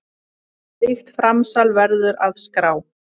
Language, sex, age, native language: Icelandic, female, 7, Icelandic